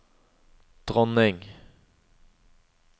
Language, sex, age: Norwegian, male, 21